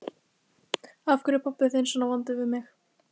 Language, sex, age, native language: Icelandic, female, 15, Icelandic